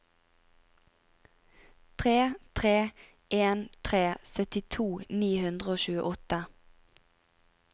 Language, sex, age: Norwegian, female, 25